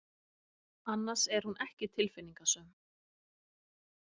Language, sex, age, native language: Icelandic, female, 30-39, Icelandic